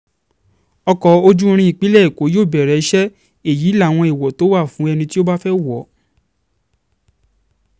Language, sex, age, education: Yoruba, male, 15-29, secondary